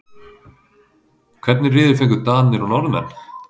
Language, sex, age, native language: Icelandic, male, 30-39, Icelandic